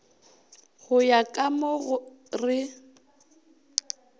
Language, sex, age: Northern Sotho, female, 23